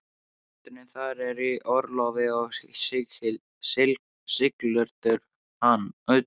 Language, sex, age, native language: Icelandic, male, 13, Icelandic